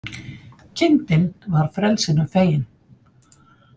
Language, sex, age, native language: Icelandic, female, 50-59, Icelandic